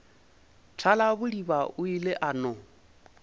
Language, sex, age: Northern Sotho, male, 22